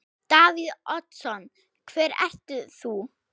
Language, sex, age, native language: Icelandic, male, 6, Icelandic